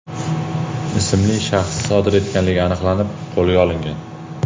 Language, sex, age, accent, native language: Uzbek, male, 18-24, Jizzax, Uzbek